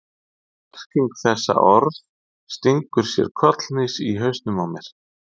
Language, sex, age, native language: Icelandic, male, 50-59, Icelandic